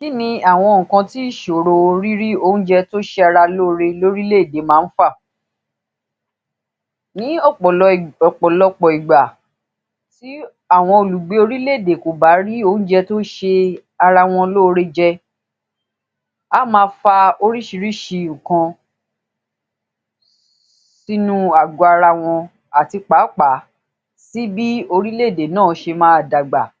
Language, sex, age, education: Yoruba, female, 30-45, tertiary